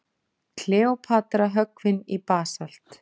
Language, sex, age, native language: Icelandic, female, 40-49, Icelandic